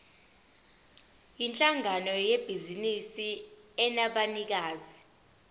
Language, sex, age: Zulu, female, 25